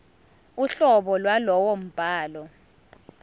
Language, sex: Zulu, female